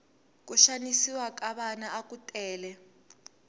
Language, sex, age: Tsonga, female, 18